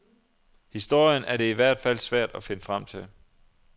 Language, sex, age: Danish, male, 27